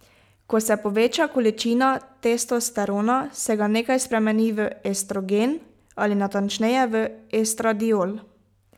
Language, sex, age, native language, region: Slovenian, female, 18-29, Slovenian, Pomurje region